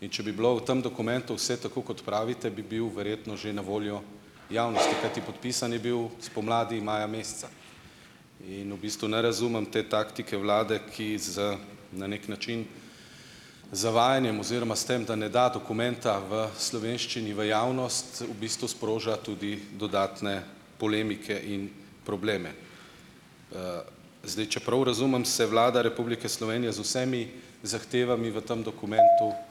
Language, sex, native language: Slovenian, male, Slovenian